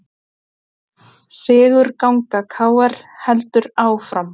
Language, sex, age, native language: Icelandic, female, 20-29, Icelandic